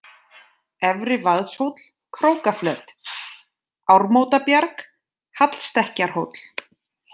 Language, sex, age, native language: Icelandic, female, 30-39, Icelandic